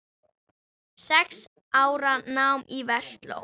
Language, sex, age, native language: Icelandic, female, 10, Icelandic